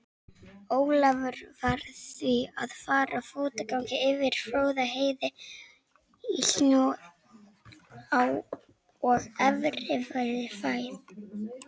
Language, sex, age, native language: Icelandic, female, 18-19, Icelandic